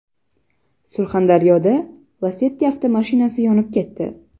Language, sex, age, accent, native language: Uzbek, female, 12-17, Jizzax, Uzbek